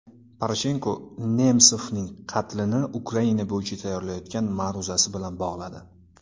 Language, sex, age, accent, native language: Uzbek, male, 18-24, Andijon, Uzbek